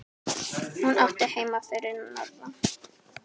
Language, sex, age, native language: Icelandic, female, 10, Icelandic